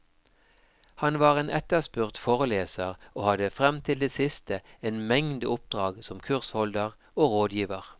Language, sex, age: Norwegian, male, 52